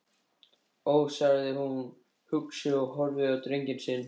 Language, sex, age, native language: Icelandic, male, 13, Icelandic